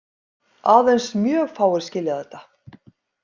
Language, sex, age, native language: Icelandic, female, 50-59, Icelandic